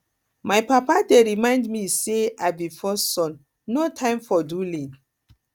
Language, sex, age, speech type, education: Nigerian Pidgin, female, 30-45, spontaneous, tertiary